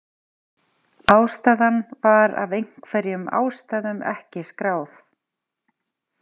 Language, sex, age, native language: Icelandic, female, 40-49, Icelandic